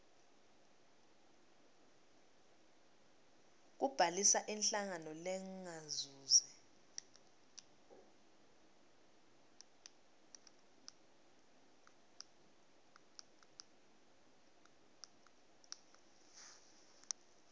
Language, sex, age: Swati, female, 21